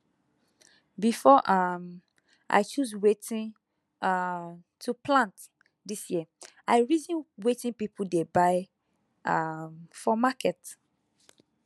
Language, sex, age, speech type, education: Nigerian Pidgin, female, 15-29, spontaneous, tertiary